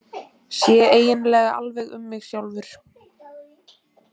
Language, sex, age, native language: Icelandic, female, 18-19, Icelandic